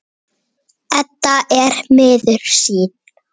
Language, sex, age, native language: Icelandic, male, 8, Icelandic